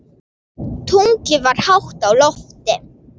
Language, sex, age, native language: Icelandic, female, 9, Icelandic